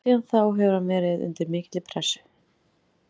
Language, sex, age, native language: Icelandic, female, 30-39, Icelandic